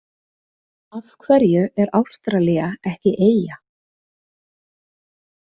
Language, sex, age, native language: Icelandic, female, 30-39, Icelandic